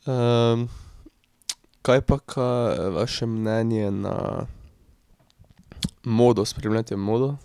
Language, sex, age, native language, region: Slovenian, male, 18-29, Slovenian, Drava region